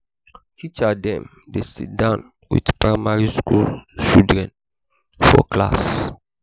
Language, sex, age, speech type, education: Nigerian Pidgin, male, 15-29, spontaneous, tertiary